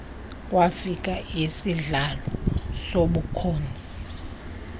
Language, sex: Xhosa, female